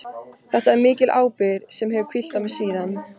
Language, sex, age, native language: Icelandic, female, 13, Icelandic